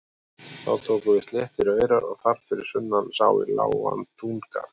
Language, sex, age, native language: Icelandic, male, 40-49, Icelandic